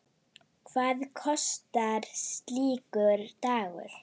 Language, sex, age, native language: Icelandic, female, 9, Icelandic